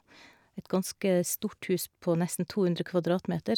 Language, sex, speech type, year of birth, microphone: Norwegian, female, spontaneous, 1969, Shure